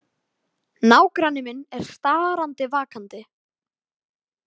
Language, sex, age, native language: Icelandic, male, 18-19, Icelandic